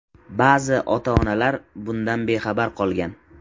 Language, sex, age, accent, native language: Uzbek, male, 18-24, Qashqadaryo, Uzbek